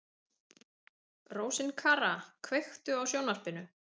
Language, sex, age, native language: Icelandic, female, 30-39, Icelandic